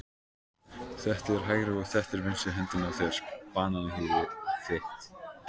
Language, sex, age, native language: Icelandic, male, 18-19, Icelandic